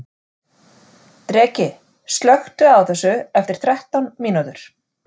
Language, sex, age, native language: Icelandic, female, 40-49, Icelandic